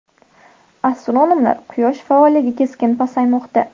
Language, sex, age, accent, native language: Uzbek, female, under 19, Sirdaryo, Uzbek